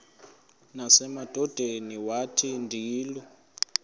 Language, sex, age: Xhosa, male, 20